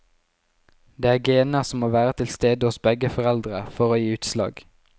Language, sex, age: Norwegian, male, 19